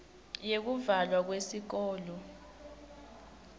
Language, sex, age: Swati, female, 20